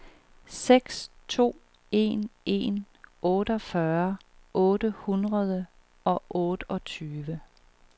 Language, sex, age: Danish, female, 38